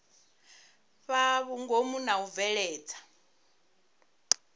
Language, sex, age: Venda, female, 34